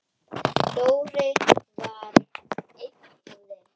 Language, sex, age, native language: Icelandic, female, 10, Icelandic